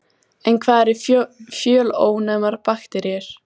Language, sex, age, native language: Icelandic, female, 14, Icelandic